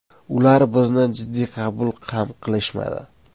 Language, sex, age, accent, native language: Uzbek, male, 25-34, Surxondaryo, Uzbek